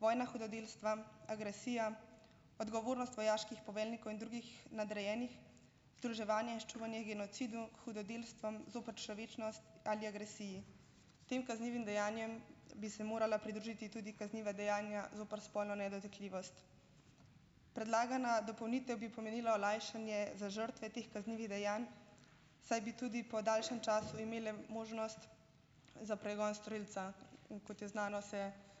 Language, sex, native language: Slovenian, female, Slovenian